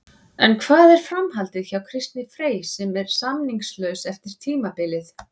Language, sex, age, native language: Icelandic, female, 40-49, Icelandic